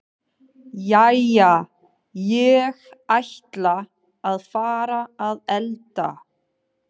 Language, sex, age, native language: Icelandic, male, 12, Danish